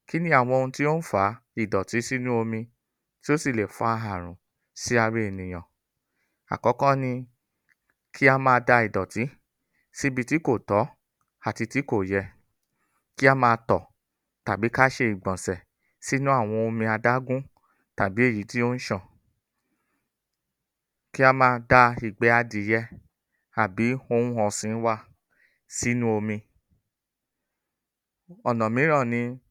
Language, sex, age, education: Yoruba, male, 30-45, tertiary